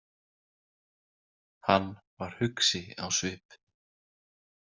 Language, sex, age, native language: Icelandic, male, 30-39, Icelandic